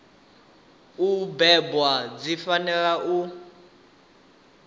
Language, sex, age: Venda, male, 18